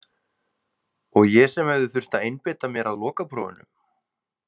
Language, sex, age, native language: Icelandic, male, 20-29, Icelandic